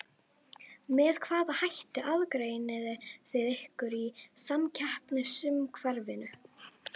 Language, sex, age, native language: Icelandic, female, 11, Icelandic